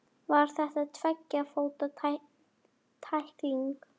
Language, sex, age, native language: Icelandic, female, 10, Icelandic